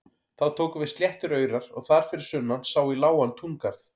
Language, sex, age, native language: Icelandic, male, 40-49, Icelandic